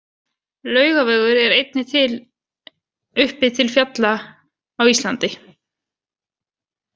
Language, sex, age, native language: Icelandic, female, 20-29, Icelandic